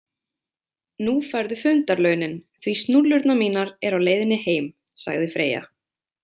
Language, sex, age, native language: Icelandic, female, 20-29, Icelandic